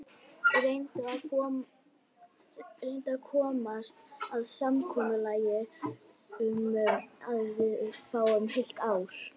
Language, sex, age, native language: Icelandic, female, 60-69, Icelandic